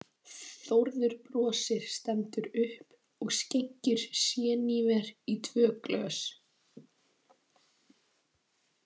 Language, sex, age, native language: Icelandic, female, 18-19, Icelandic